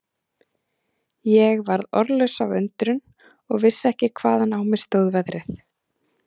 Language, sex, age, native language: Icelandic, female, 30-39, Icelandic